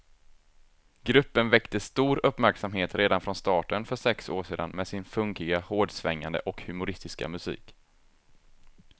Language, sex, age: Swedish, male, 24